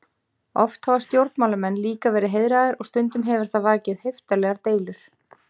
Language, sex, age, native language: Icelandic, female, 18-19, Icelandic